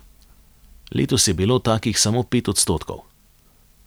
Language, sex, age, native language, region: Slovenian, male, 30-49, Slovenian, Savinja region